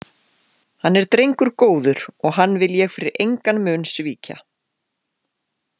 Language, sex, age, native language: Icelandic, female, 40-49, Icelandic